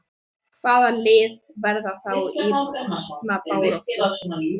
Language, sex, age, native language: Icelandic, male, 13, Icelandic